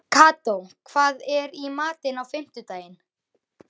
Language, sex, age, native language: Icelandic, male, 11, Icelandic